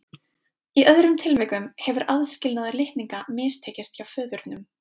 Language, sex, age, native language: Icelandic, female, 20-29, Icelandic